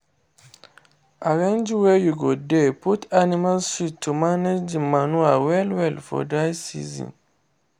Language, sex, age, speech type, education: Nigerian Pidgin, male, 15-29, spontaneous, tertiary